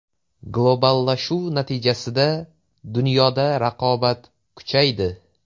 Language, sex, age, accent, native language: Uzbek, male, 18-24, Toshkent viloyati, Uzbek